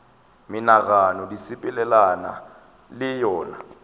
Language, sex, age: Northern Sotho, male, 24